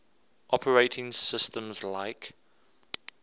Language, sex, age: English, male, 24